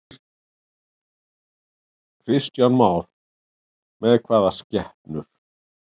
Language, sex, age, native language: Icelandic, male, 7, Icelandic